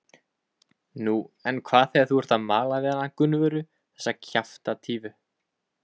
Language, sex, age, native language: Icelandic, male, 20-29, Icelandic